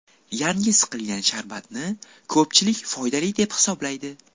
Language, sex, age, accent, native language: Uzbek, male, 18-24, Buxoro, Uzbek